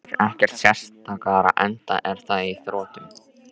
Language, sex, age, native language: Icelandic, male, 13, Icelandic